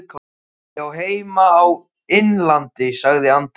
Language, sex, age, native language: Icelandic, male, 12, Icelandic